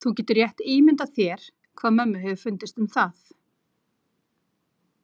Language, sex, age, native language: Icelandic, female, 40-49, Icelandic